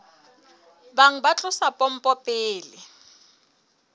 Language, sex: Southern Sotho, female